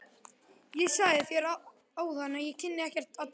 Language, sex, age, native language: Icelandic, male, 11, Icelandic